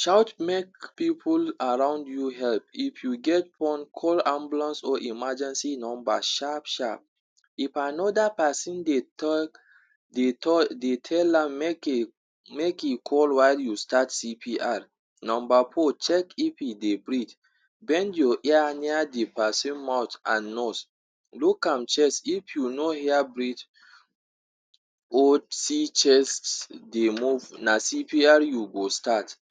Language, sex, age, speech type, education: Nigerian Pidgin, male, 46-60, spontaneous, tertiary